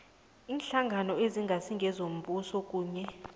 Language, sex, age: South Ndebele, female, 23